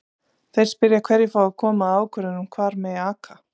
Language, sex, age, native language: Icelandic, female, 30-39, Icelandic